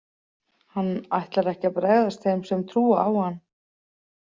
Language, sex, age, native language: Icelandic, female, 40-49, Icelandic